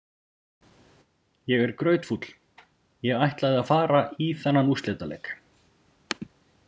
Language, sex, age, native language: Icelandic, male, 40-49, Icelandic